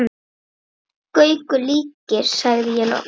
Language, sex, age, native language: Icelandic, female, 9, Icelandic